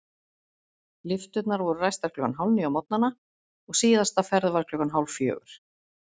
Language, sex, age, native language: Icelandic, female, 40-49, Icelandic